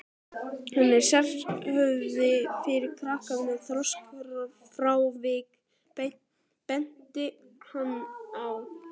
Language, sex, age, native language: Icelandic, male, 12, Icelandic